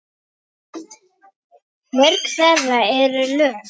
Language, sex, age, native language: Icelandic, female, 10, Icelandic